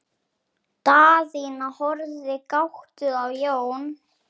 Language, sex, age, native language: Icelandic, male, 7, Icelandic